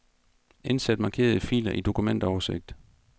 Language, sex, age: Danish, male, 42